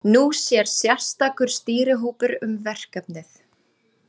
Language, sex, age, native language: Icelandic, female, 30-39, Icelandic